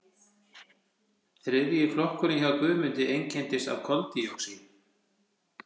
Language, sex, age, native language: Icelandic, male, 50-59, Icelandic